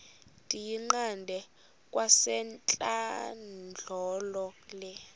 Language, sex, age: Xhosa, female, 26